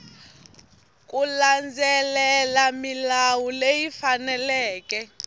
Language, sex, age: Tsonga, female, 18